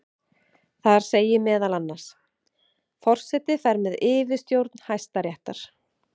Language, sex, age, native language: Icelandic, female, 30-39, Icelandic